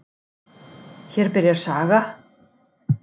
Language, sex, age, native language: Icelandic, female, 60-69, Icelandic